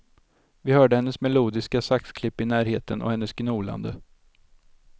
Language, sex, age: Swedish, male, 32